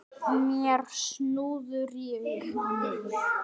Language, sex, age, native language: Icelandic, male, 9, Icelandic